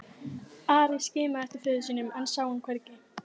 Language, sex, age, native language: Icelandic, female, 15, Icelandic